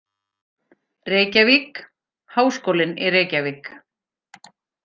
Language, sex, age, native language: Icelandic, female, 40-49, Icelandic